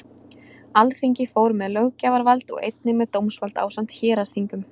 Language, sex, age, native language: Icelandic, female, 20-29, Icelandic